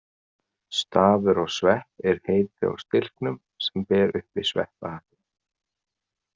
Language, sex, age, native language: Icelandic, male, 40-49, Icelandic